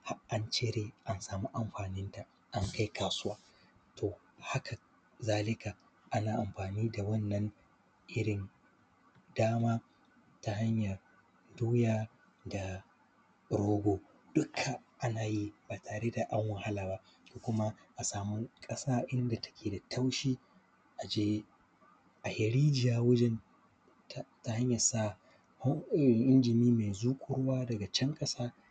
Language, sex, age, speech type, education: Hausa, male, 15-29, spontaneous, primary